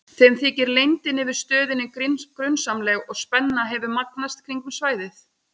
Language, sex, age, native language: Icelandic, female, 30-39, Icelandic